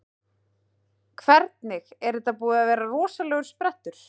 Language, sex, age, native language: Icelandic, female, 30-39, Icelandic